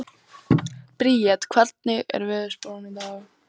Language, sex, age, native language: Icelandic, female, 14, Icelandic